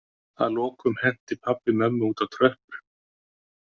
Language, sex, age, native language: Icelandic, male, 50-59, Icelandic